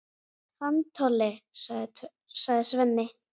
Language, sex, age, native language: Icelandic, female, 8, Icelandic